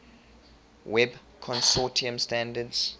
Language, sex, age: English, male, 23